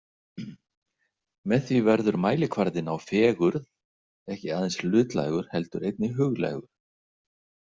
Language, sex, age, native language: Icelandic, male, 60-69, Icelandic